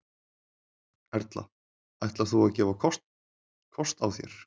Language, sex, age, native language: Icelandic, male, 20-29, Icelandic